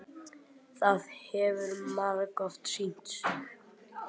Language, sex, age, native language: Icelandic, male, 10, Icelandic